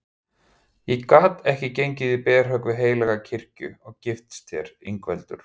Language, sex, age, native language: Icelandic, male, 50-59, Icelandic